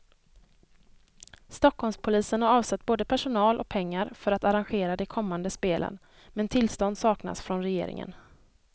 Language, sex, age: Swedish, female, 23